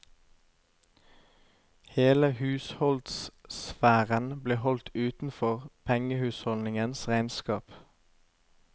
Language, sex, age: Norwegian, male, 25